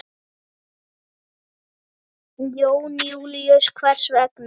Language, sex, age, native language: Icelandic, male, 8, Icelandic